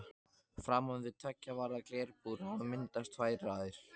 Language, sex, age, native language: Icelandic, male, 14, Icelandic